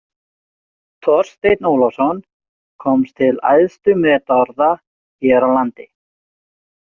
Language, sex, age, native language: Icelandic, male, 40-49, Icelandic